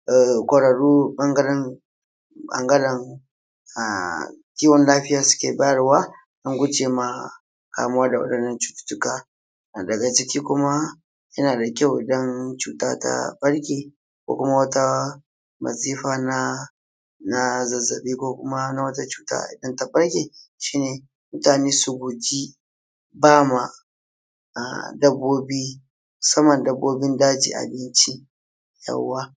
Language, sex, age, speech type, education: Hausa, male, 15-29, spontaneous, tertiary